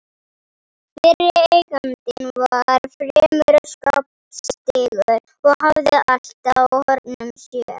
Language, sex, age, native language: Icelandic, female, 18-19, Icelandic